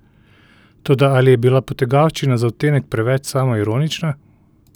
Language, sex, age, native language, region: Slovenian, male, 30-49, Slovenian, Central Slovenia